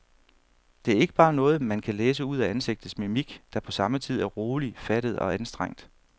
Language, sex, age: Danish, male, 31